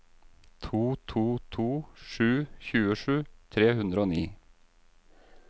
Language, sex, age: Norwegian, male, 38